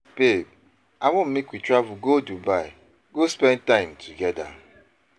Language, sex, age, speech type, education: Nigerian Pidgin, male, 30-45, spontaneous, tertiary